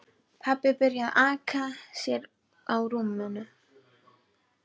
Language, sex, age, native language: Icelandic, female, 12, Icelandic